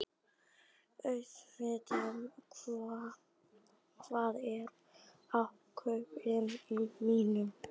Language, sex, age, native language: Icelandic, female, 11, Icelandic